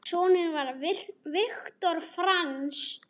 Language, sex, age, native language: Icelandic, female, 9, Icelandic